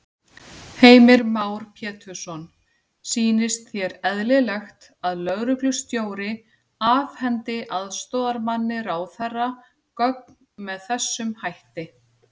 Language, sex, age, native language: Icelandic, female, 40-49, Icelandic